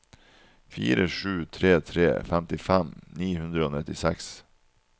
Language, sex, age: Norwegian, male, 37